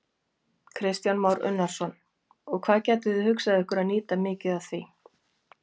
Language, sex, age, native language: Icelandic, female, 40-49, Icelandic